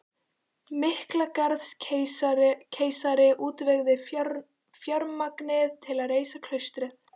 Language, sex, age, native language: Icelandic, female, 14, Icelandic